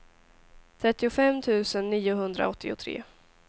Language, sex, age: Swedish, female, 18